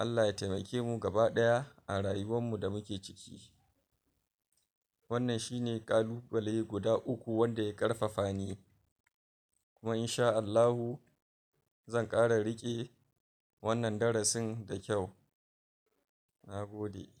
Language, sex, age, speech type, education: Hausa, male, 46-60, spontaneous, tertiary